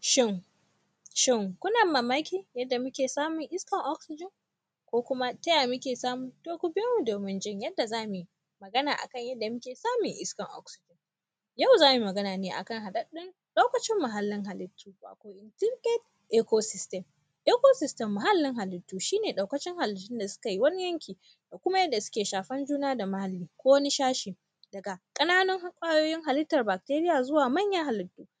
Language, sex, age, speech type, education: Hausa, female, 15-29, spontaneous, tertiary